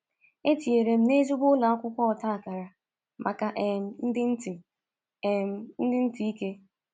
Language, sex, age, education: Igbo, female, 15-29, tertiary